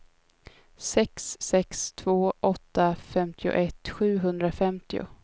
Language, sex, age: Swedish, female, 22